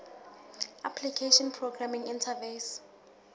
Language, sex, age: Southern Sotho, female, 19